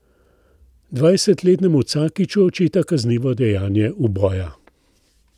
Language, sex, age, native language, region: Slovenian, male, 60+, Slovenian, Central Slovenia